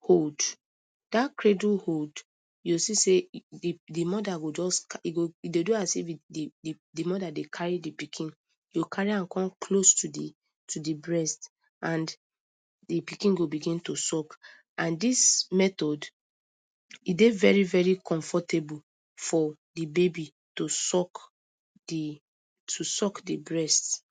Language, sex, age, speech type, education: Nigerian Pidgin, female, 30-45, spontaneous, tertiary